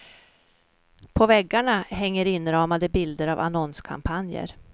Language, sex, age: Swedish, female, 44